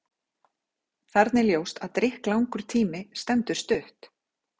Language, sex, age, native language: Icelandic, female, 40-49, Icelandic